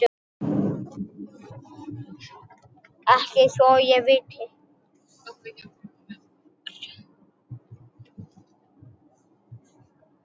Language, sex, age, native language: Icelandic, male, 6, Icelandic